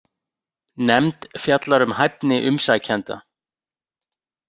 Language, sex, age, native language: Icelandic, male, 40-49, Icelandic